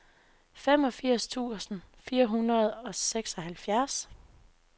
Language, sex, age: Danish, female, 24